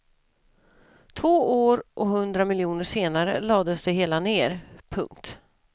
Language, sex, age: Swedish, female, 32